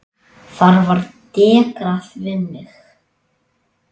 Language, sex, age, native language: Icelandic, male, 8, Icelandic